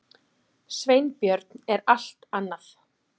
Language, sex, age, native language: Icelandic, female, 40-49, Icelandic